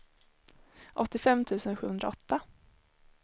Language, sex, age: Swedish, female, 21